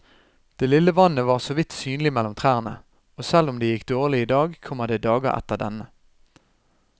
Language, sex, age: Norwegian, male, 32